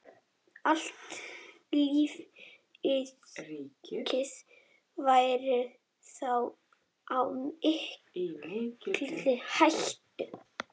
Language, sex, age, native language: Icelandic, female, 21, Icelandic